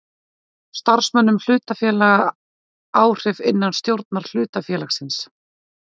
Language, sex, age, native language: Icelandic, female, 40-49, Icelandic